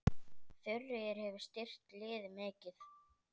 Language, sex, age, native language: Icelandic, female, 10, Icelandic